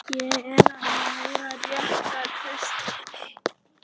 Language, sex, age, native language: Icelandic, female, 11, Icelandic